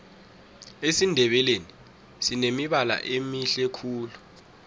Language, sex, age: South Ndebele, male, 19